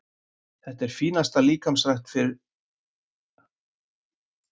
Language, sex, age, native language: Icelandic, male, 50-59, Icelandic